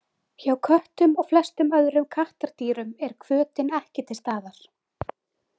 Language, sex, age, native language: Icelandic, female, 20-29, Icelandic